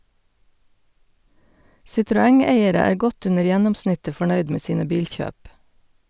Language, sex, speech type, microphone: Norwegian, female, read, Sennheiser